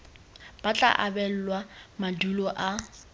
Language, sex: Tswana, female